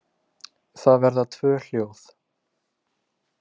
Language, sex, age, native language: Icelandic, male, 20-29, Icelandic